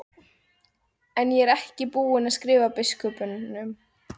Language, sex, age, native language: Icelandic, female, 13, Icelandic